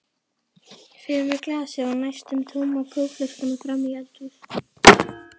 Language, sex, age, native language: Icelandic, female, 11, Icelandic